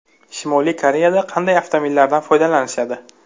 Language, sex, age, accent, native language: Uzbek, male, 25-34, Buxoro, Uzbek